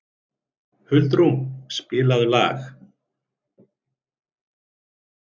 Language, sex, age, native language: Icelandic, male, 30-39, Icelandic